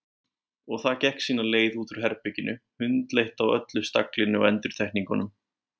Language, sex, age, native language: Icelandic, male, 20-29, Icelandic